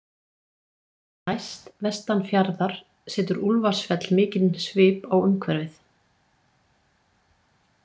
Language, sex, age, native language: Icelandic, female, 40-49, Icelandic